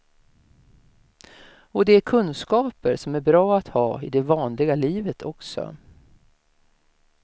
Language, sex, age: Swedish, female, 56